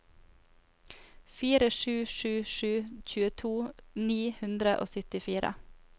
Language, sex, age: Norwegian, female, 28